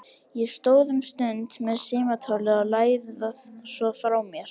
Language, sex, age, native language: Icelandic, female, 70-79, Icelandic